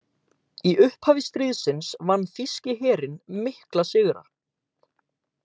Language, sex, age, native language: Icelandic, male, 18-19, Icelandic